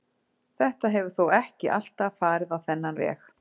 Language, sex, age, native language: Icelandic, female, 40-49, Icelandic